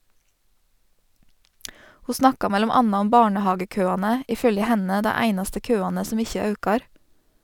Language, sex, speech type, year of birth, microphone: Norwegian, female, read, 1987, Sennheiser